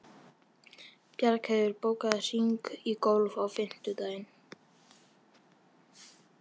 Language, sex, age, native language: Icelandic, male, 13, Icelandic